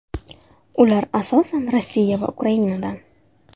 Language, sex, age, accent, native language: Uzbek, female, 19-29, Toshkent shahri, Uzbek